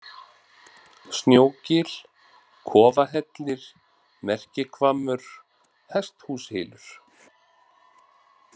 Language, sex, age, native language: Icelandic, male, 40-49, Icelandic